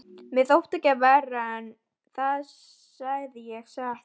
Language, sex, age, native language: Icelandic, female, 12, Icelandic